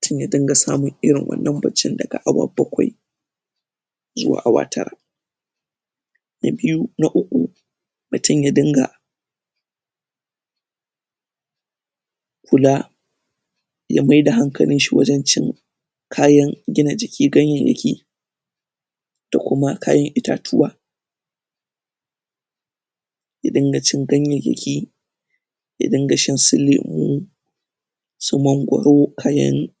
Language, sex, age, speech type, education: Hausa, male, 15-29, spontaneous, tertiary